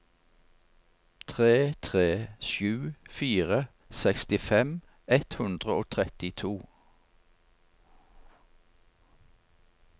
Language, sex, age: Norwegian, male, 59